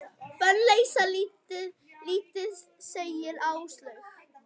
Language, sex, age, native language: Icelandic, female, 8, Icelandic